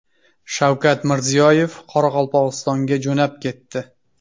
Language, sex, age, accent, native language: Uzbek, male, 25-34, Samarqand, Uzbek